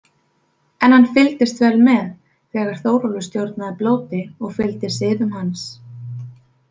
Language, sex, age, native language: Icelandic, female, 20-29, Icelandic